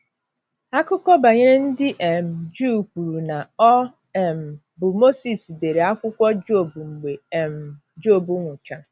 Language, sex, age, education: Igbo, female, 30-45, tertiary